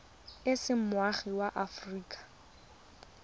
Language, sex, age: Tswana, female, 20